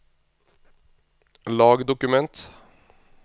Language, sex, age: Norwegian, male, 26